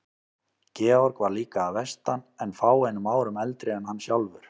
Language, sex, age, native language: Icelandic, male, 30-39, Icelandic